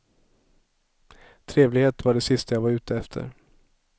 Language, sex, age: Swedish, male, 27